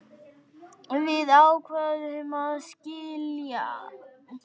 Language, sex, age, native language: Icelandic, female, 9, Icelandic